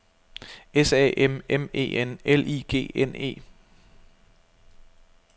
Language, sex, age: Danish, male, 32